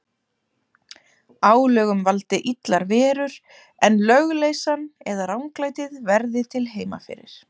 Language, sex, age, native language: Icelandic, female, 30-39, Icelandic